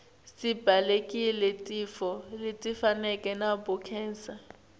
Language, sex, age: Swati, female, 19